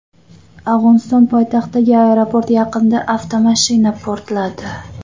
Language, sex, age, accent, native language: Uzbek, female, 25-34, Toshkent viloyati, Uzbek